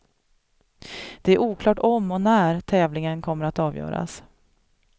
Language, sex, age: Swedish, female, 37